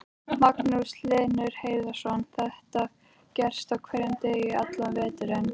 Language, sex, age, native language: Icelandic, other, 13, Icelandic